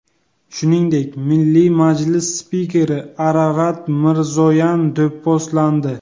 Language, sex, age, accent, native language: Uzbek, male, 18-24, Buxoro, Uzbek